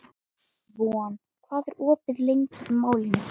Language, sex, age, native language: Icelandic, female, 12, Icelandic